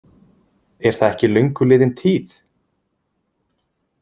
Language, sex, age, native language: Icelandic, male, 20-29, Icelandic